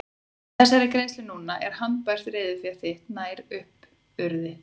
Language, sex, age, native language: Icelandic, female, 30-39, Icelandic